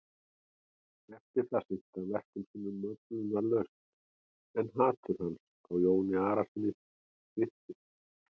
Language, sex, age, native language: Icelandic, male, 40-49, Icelandic